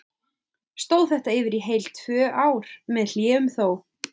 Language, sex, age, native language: Icelandic, female, 20-29, Icelandic